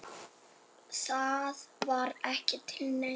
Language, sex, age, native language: Icelandic, male, 7, Icelandic